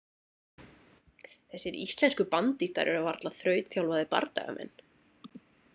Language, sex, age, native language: Icelandic, female, 30-39, Icelandic